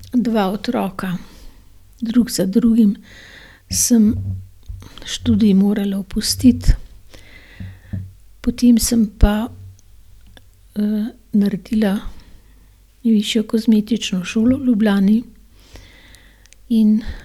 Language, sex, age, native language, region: Slovenian, female, 60+, Slovenian, Gorenjska region